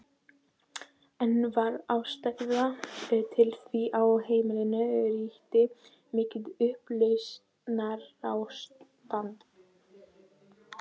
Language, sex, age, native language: Icelandic, female, 12, Icelandic